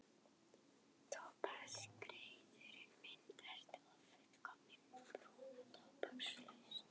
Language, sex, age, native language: Icelandic, other, 11, Icelandic